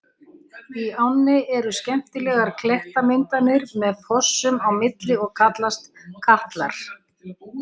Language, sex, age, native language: Icelandic, female, 60-69, Icelandic